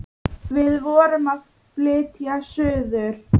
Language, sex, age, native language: Icelandic, female, 9, Icelandic